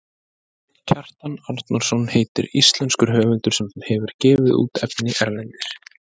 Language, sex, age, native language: Icelandic, male, 20-29, Icelandic